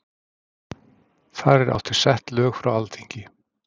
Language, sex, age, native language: Icelandic, male, 40-49, Icelandic